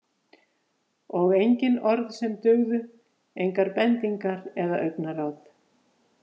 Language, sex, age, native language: Icelandic, female, 50-59, Icelandic